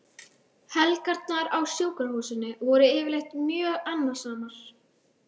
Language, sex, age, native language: Icelandic, female, 12, Icelandic